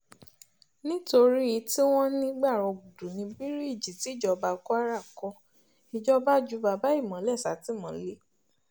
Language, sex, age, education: Yoruba, female, 30-45, tertiary